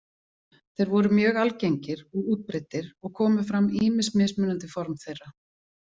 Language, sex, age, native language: Icelandic, female, 40-49, Icelandic